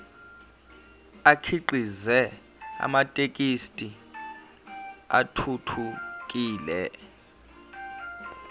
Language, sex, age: Zulu, male, 19